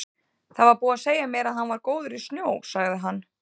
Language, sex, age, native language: Icelandic, female, 30-39, Icelandic